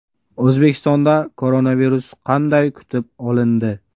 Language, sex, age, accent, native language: Uzbek, male, 18-24, Qashqadaryo, Uzbek